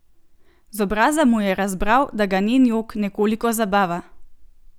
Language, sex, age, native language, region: Slovenian, female, 18-29, Slovenian, Gorenjska region